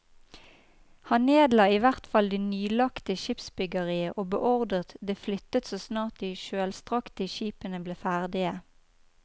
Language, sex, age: Norwegian, female, 29